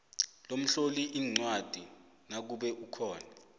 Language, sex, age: South Ndebele, male, 25